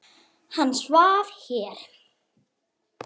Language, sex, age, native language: Icelandic, male, 6, Icelandic